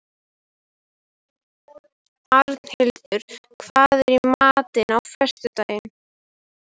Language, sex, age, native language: Icelandic, female, 12, Icelandic